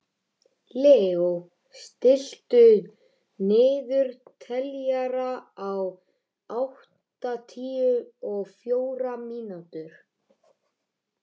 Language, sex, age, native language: Icelandic, male, 13, Icelandic